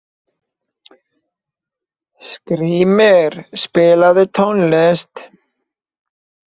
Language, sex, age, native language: Icelandic, male, 20-29, Icelandic